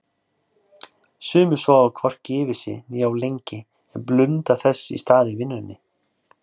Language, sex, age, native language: Icelandic, male, 30-39, Icelandic